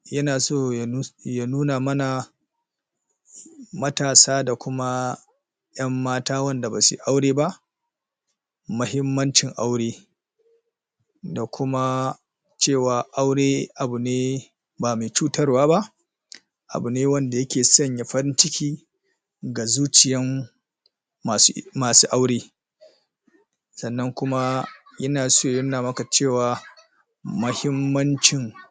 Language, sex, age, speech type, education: Hausa, male, 30-45, spontaneous, tertiary